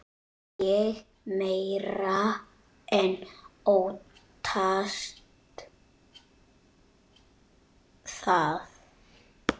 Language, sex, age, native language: Icelandic, male, 9, Icelandic